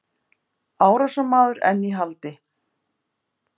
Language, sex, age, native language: Icelandic, female, 50-59, Icelandic